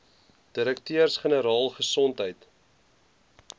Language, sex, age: Afrikaans, male, 20